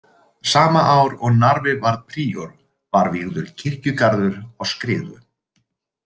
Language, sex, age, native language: Icelandic, male, 30-39, Icelandic